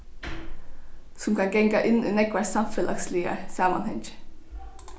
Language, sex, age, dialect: Faroese, female, 15-35, Norðurstreymoy/Eysturoy